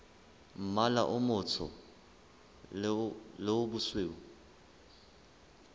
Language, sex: Southern Sotho, male